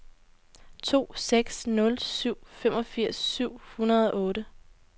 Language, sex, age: Danish, female, 18